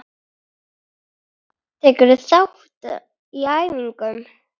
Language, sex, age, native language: Icelandic, female, 9, Icelandic